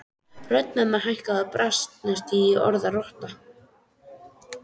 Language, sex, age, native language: Icelandic, female, 13, Icelandic